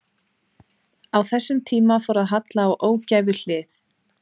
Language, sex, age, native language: Icelandic, female, 30-39, Icelandic